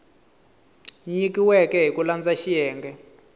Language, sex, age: Tsonga, male, 22